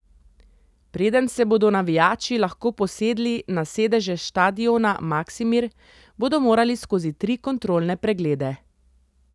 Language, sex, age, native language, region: Slovenian, female, 30-49, Slovenian, Central Slovenia